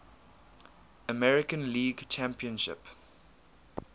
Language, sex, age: English, male, 22